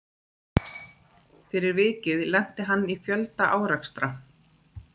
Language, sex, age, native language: Icelandic, female, 30-39, Icelandic